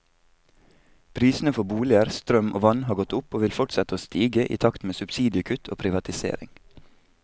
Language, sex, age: Norwegian, male, 22